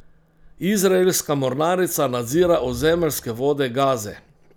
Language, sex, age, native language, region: Slovenian, male, 60+, Slovenian, Central Slovenia